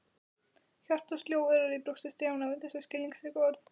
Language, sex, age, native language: Icelandic, female, 12, Icelandic